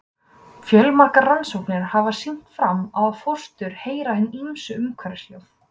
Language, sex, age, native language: Icelandic, female, 20-29, Icelandic